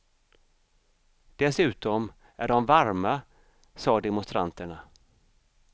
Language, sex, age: Swedish, male, 55